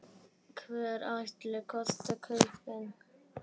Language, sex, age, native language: Icelandic, female, 10, Icelandic